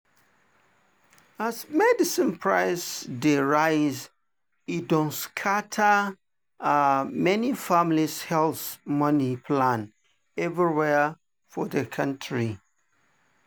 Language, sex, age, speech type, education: Nigerian Pidgin, male, 30-45, spontaneous, tertiary